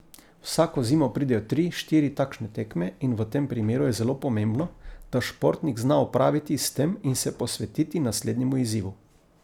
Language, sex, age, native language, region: Slovenian, male, 50-59, Slovenian, Coastal Karst region